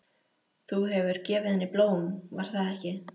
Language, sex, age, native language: Icelandic, female, 13, Icelandic